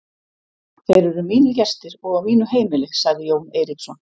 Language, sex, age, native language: Icelandic, female, 50-59, Icelandic